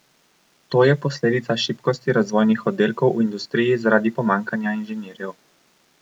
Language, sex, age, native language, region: Slovenian, male, 18-29, Slovenian, Coastal Karst region